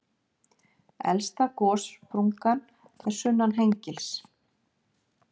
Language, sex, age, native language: Icelandic, female, 50-59, Icelandic